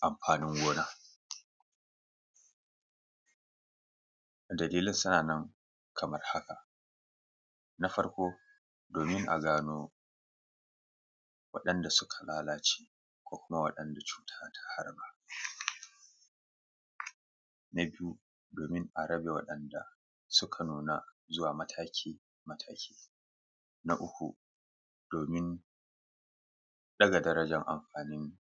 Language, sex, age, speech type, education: Hausa, male, 30-45, spontaneous, tertiary